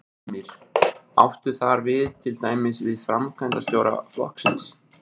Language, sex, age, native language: Icelandic, male, 20-29, Icelandic